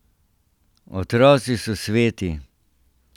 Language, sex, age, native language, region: Slovenian, male, 60+, Slovenian, Central Slovenia